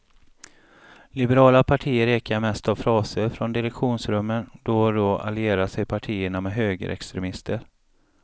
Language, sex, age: Swedish, male, 35